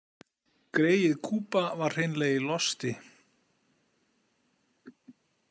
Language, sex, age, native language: Icelandic, male, 40-49, Icelandic